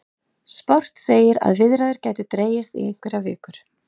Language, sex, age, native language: Icelandic, female, 30-39, Icelandic